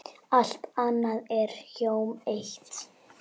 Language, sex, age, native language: Icelandic, female, 8, Icelandic